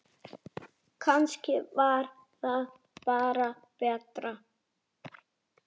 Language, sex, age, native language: Icelandic, male, 8, Icelandic